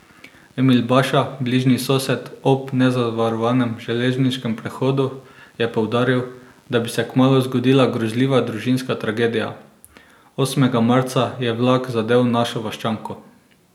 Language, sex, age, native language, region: Slovenian, male, 18-29, Slovenian, Drava region